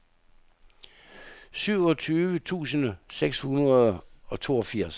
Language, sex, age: Danish, male, 67